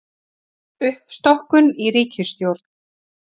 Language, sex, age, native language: Icelandic, female, 40-49, Icelandic